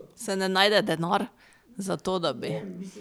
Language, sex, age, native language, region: Slovenian, female, 30-49, Slovenian, Pomurje region